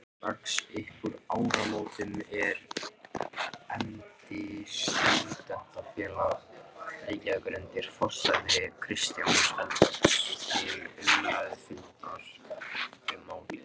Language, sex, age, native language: Icelandic, male, 18-19, Icelandic